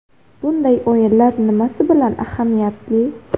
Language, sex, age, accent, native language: Uzbek, female, under 19, Xorazm, Uzbek